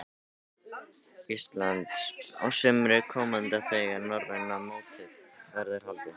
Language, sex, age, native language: Icelandic, male, 13, Icelandic